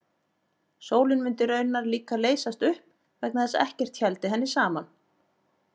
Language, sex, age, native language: Icelandic, female, 40-49, Icelandic